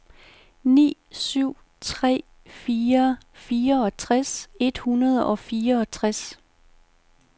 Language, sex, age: Danish, female, 51